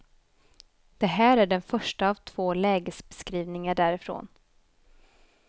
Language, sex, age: Swedish, female, 24